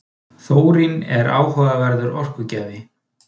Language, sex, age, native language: Icelandic, male, 30-39, Icelandic